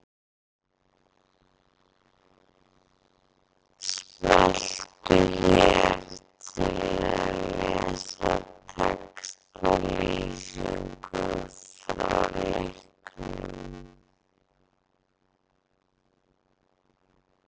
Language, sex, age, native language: Icelandic, female, 30-39, Icelandic